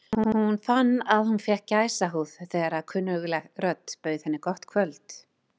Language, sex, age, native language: Icelandic, female, 40-49, Icelandic